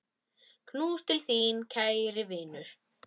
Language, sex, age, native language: Icelandic, male, 10, Icelandic